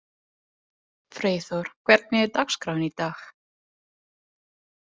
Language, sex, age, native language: Icelandic, female, 20-29, Italian